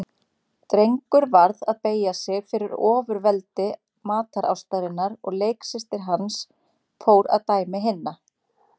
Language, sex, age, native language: Icelandic, female, 30-39, Icelandic